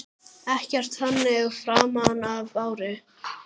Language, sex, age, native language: Icelandic, male, 9, Icelandic